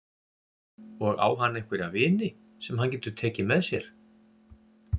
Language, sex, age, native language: Icelandic, male, 50-59, Icelandic